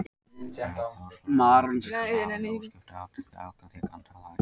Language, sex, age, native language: Icelandic, male, 18-19, Icelandic